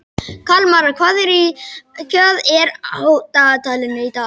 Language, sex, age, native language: Icelandic, male, 12, Icelandic